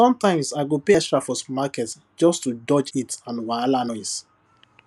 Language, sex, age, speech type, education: Nigerian Pidgin, male, 15-29, spontaneous, tertiary